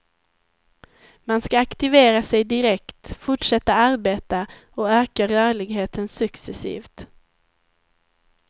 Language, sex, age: Swedish, female, 19